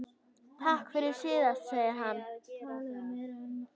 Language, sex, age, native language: Icelandic, female, 9, Icelandic